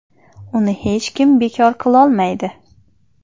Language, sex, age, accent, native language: Uzbek, female, 25-34, Xorazm, Uzbek